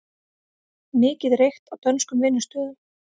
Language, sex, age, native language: Icelandic, female, 30-39, Icelandic